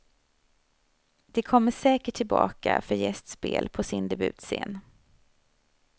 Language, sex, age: Swedish, female, 35